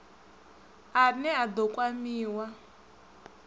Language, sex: Venda, male